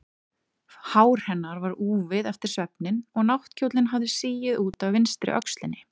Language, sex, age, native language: Icelandic, female, 30-39, Icelandic